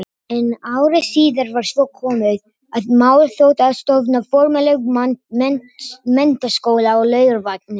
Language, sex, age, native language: Icelandic, other, 18-19, Icelandic